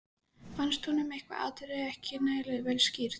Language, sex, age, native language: Icelandic, female, 14, Icelandic